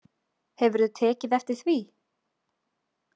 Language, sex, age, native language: Icelandic, female, 20-29, Icelandic